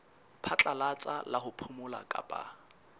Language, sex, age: Southern Sotho, male, 19